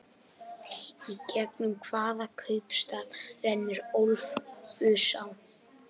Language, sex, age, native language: Icelandic, male, 18-19, Icelandic